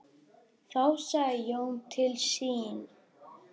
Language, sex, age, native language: Icelandic, male, 10, Icelandic